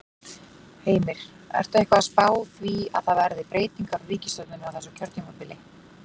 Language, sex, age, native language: Icelandic, female, 40-49, Icelandic